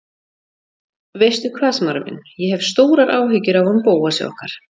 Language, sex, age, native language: Icelandic, female, 40-49, Icelandic